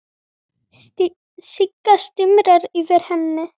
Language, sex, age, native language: Icelandic, female, 10, Icelandic